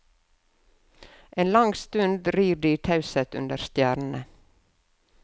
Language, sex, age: Norwegian, female, 52